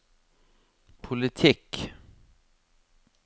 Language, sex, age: Norwegian, male, 26